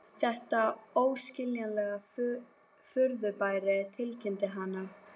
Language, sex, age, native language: Icelandic, female, 12, Icelandic